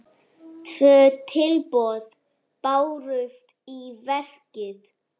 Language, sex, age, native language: Icelandic, male, 6, Icelandic